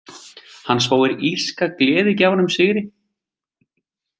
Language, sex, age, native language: Icelandic, male, 20-29, Icelandic